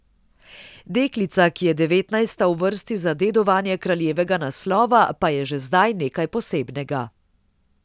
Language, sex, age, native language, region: Slovenian, female, 30-49, Slovenian, Central Slovenia